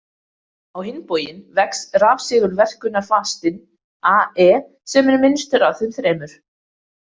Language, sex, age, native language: Icelandic, female, 20-29, Icelandic